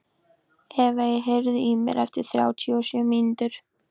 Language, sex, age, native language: Icelandic, female, 13, Icelandic